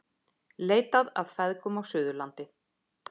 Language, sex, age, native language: Icelandic, female, 50-59, Icelandic